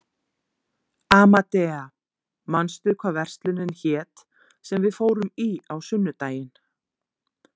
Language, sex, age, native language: Icelandic, female, 40-49, Icelandic